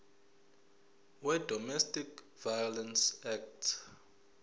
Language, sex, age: Zulu, male, 20